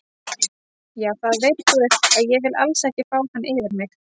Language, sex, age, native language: Icelandic, female, 30-39, Icelandic